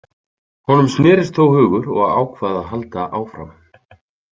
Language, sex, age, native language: Icelandic, male, 30-39, Icelandic